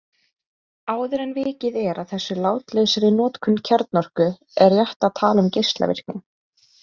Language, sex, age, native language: Icelandic, female, 20-29, Icelandic